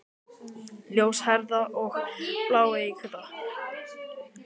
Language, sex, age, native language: Icelandic, male, 18-19, Icelandic